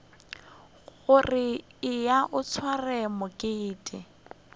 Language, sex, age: Northern Sotho, female, 21